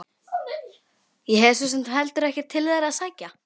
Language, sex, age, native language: Icelandic, female, 12, Icelandic